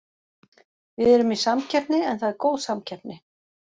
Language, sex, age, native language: Icelandic, female, 40-49, Icelandic